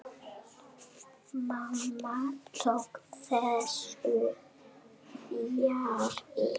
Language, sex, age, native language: Icelandic, female, 7, Icelandic